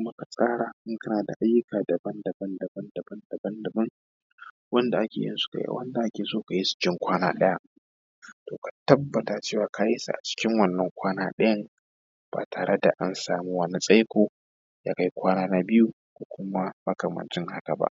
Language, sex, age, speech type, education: Hausa, male, 15-29, spontaneous, tertiary